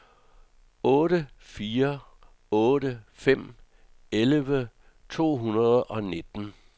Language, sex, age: Danish, male, 66